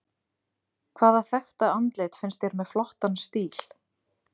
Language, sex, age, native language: Icelandic, female, 30-39, Icelandic